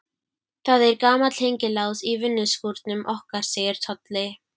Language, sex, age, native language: Icelandic, female, 12, Icelandic